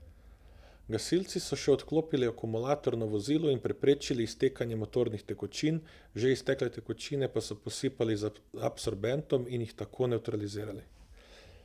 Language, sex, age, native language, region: Slovenian, male, 18-29, Slovenian, Southeast Slovenia